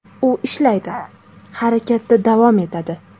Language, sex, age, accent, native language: Uzbek, female, 18-24, Toshkent shahri, Uzbek